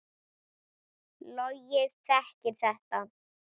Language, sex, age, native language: Icelandic, female, 10, Icelandic